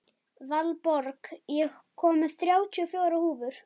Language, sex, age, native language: Icelandic, male, 11, Icelandic